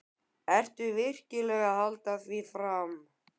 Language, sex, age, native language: Icelandic, male, 12, Icelandic